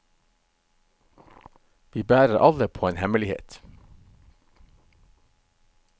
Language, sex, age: Norwegian, male, 51